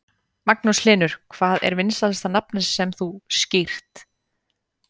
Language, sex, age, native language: Icelandic, female, 30-39, Icelandic